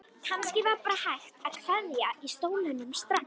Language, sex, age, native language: Icelandic, female, 13, Icelandic